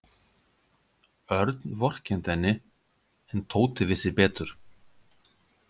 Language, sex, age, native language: Icelandic, male, 50-59, Icelandic